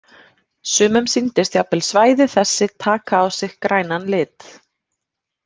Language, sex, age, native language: Icelandic, female, 30-39, Icelandic